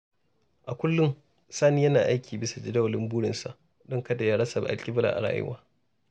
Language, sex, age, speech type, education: Hausa, male, 30-45, spontaneous, tertiary